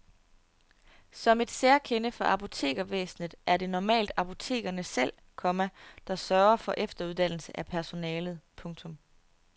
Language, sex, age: Danish, female, 30